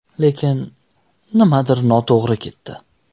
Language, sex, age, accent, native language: Uzbek, male, 19-29, Toshkent shahri, Uzbek